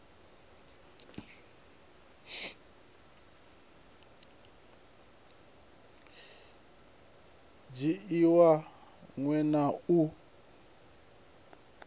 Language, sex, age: Venda, male, 37